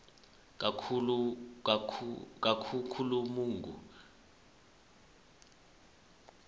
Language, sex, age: South Ndebele, male, 21